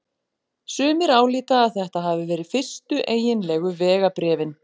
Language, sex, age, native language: Icelandic, female, 40-49, Icelandic